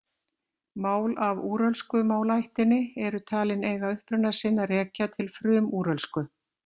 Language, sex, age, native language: Icelandic, female, 50-59, Icelandic